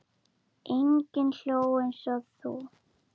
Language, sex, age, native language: Icelandic, female, 7, Icelandic